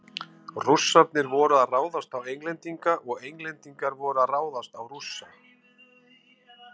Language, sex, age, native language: Icelandic, male, 50-59, Icelandic